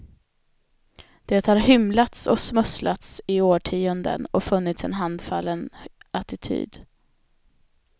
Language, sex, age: Swedish, female, 25